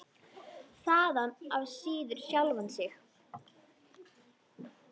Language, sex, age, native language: Icelandic, female, 10, Icelandic